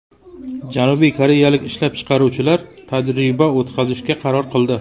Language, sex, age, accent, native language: Uzbek, male, 25-34, Qashqadaryo, Uzbek